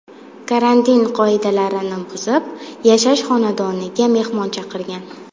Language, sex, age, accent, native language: Uzbek, female, 19-29, Buxoro, Uzbek